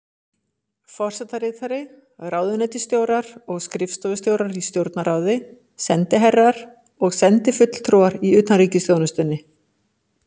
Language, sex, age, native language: Icelandic, female, 50-59, Icelandic